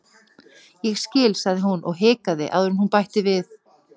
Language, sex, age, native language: Icelandic, female, 40-49, Icelandic